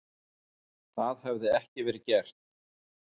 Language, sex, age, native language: Icelandic, male, 40-49, Icelandic